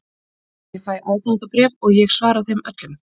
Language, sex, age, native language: Icelandic, female, 30-39, Icelandic